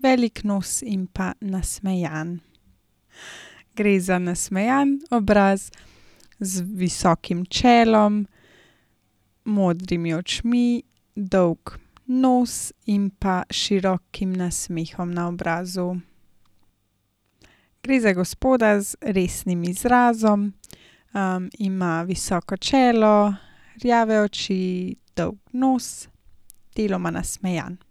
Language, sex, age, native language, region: Slovenian, female, 18-29, Slovenian, Gorenjska region